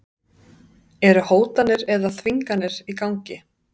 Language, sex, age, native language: Icelandic, female, 30-39, Icelandic